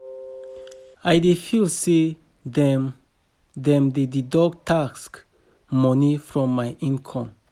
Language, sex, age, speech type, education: Nigerian Pidgin, male, 30-45, spontaneous, tertiary